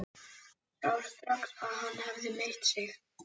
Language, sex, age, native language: Icelandic, male, 11, Icelandic